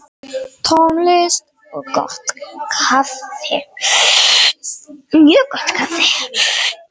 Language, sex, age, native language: Icelandic, female, 8, Icelandic